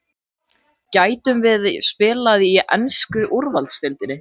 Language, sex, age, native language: Icelandic, male, 13, Icelandic